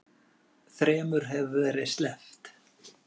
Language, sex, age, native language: Icelandic, male, 40-49, Icelandic